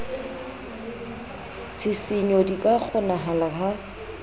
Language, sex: Southern Sotho, female